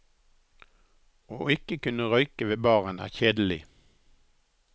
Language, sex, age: Norwegian, male, 63